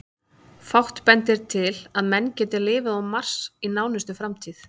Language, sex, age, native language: Icelandic, female, 30-39, Icelandic